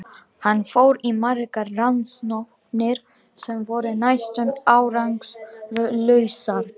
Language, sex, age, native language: Icelandic, female, 18-19, Romanian